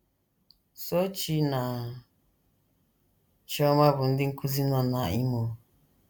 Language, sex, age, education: Igbo, female, 30-45, tertiary